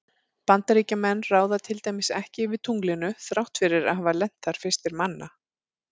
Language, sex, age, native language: Icelandic, female, 40-49, Icelandic